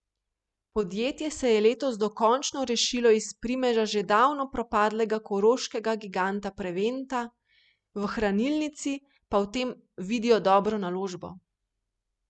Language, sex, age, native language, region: Slovenian, female, 30-49, Slovenian, Primorsko-notranjska region